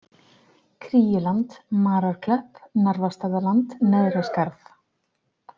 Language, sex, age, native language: Icelandic, female, 40-49, Icelandic